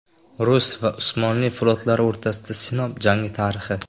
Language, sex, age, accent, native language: Uzbek, male, under 19, Qashqadaryo, Uzbek